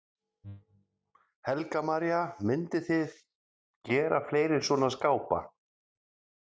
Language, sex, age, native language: Icelandic, male, 30-39, Icelandic